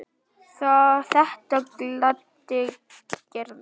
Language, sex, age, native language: Icelandic, male, 10, Vietnamese